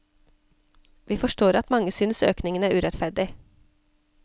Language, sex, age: Norwegian, female, 34